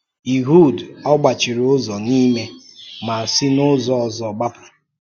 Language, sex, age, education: Igbo, male, 30-45, tertiary